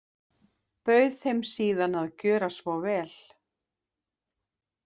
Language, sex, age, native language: Icelandic, female, 50-59, Icelandic